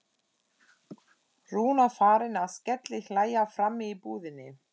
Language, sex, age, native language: Icelandic, female, 40-49, German